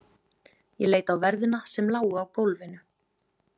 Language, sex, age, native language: Icelandic, female, 20-29, Icelandic